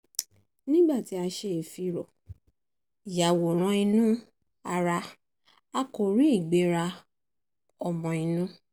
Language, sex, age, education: Yoruba, female, 30-45, tertiary